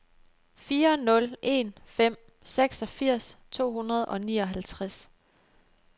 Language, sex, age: Danish, female, 29